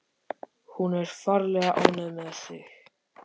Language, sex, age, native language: Icelandic, male, 13, Icelandic